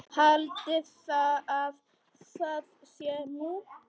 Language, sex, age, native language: Icelandic, female, 10, Polish